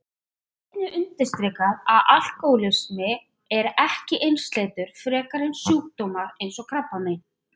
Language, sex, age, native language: Icelandic, female, 30-39, Icelandic